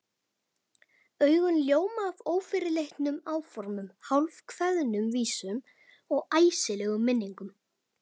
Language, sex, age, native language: Icelandic, male, 11, Icelandic